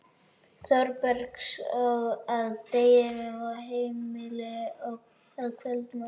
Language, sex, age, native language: Icelandic, male, 12, Icelandic